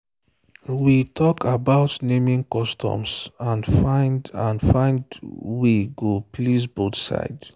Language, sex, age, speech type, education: Nigerian Pidgin, male, 30-45, spontaneous, tertiary